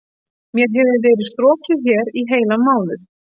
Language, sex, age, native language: Icelandic, female, 11, Icelandic